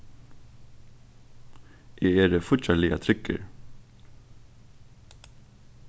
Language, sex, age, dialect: Faroese, male, 15-35, Suðurstreymoy